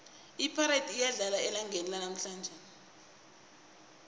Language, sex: South Ndebele, female